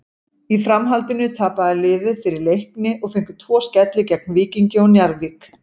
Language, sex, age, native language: Icelandic, female, 40-49, Icelandic